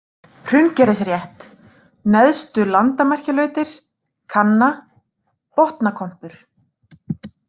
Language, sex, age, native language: Icelandic, female, 30-39, Icelandic